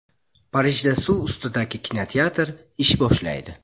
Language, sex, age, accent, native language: Uzbek, male, 25-34, Buxoro, Uzbek